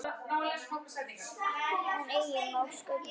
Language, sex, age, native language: Icelandic, male, 9, Icelandic